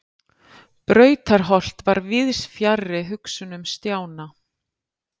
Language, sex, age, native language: Icelandic, female, 50-59, Icelandic